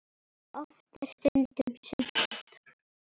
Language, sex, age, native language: Icelandic, female, 9, Icelandic